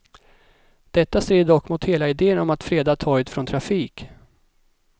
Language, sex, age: Swedish, male, 37